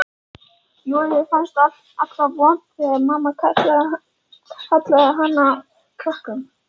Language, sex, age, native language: Icelandic, female, 14, Icelandic